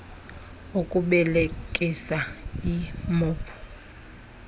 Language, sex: Xhosa, female